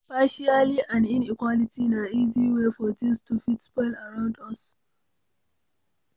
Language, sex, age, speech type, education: Nigerian Pidgin, female, 60+, read, secondary